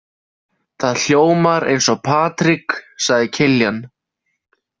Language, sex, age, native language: Icelandic, male, 20-29, Icelandic